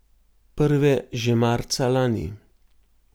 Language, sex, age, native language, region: Slovenian, male, 50-59, Slovenian, Gorenjska region